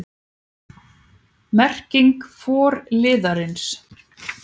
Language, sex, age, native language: Icelandic, female, 30-39, Icelandic